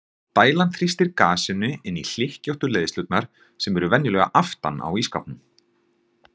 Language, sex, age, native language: Icelandic, male, 40-49, Icelandic